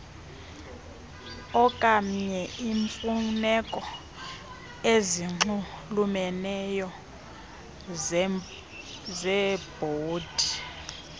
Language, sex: Xhosa, female